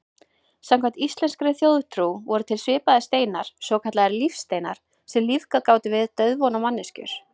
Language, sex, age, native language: Icelandic, female, 20-29, Icelandic